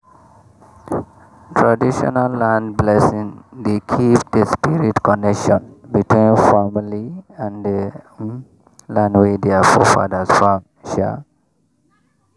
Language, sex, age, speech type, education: Nigerian Pidgin, male, 30-45, spontaneous, tertiary